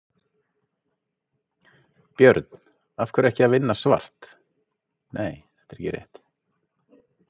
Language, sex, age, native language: Icelandic, male, 50-59, Icelandic